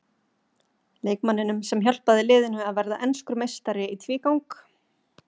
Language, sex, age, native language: Icelandic, female, 30-39, Icelandic